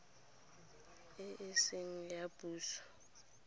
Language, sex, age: Tswana, female, 23